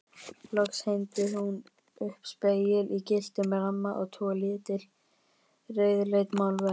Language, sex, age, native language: Icelandic, male, 18-19, Icelandic